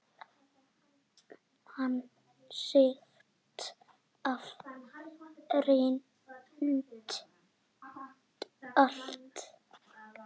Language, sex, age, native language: Icelandic, male, 9, Icelandic